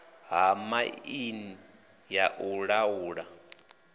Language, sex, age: Venda, male, 26